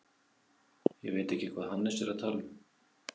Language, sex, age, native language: Icelandic, male, 50-59, Icelandic